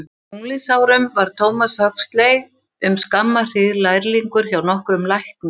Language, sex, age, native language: Icelandic, female, 60-69, Icelandic